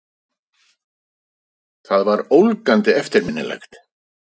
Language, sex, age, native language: Icelandic, male, 50-59, Icelandic